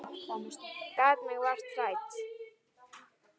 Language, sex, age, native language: Icelandic, male, 9, Icelandic